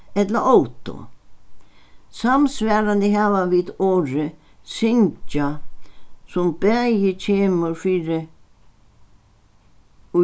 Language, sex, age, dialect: Faroese, female, 61+, Sandoy